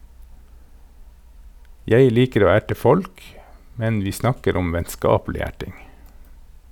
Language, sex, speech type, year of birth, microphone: Norwegian, male, read, 1969, Sennheiser